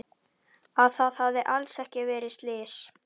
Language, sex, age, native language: Icelandic, male, 11, Icelandic